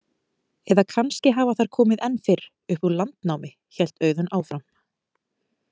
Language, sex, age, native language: Icelandic, female, 30-39, Icelandic